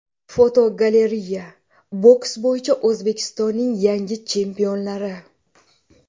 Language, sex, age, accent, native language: Uzbek, female, 18-24, Jizzax, Uzbek